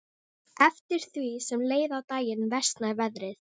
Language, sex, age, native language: Icelandic, female, 13, Icelandic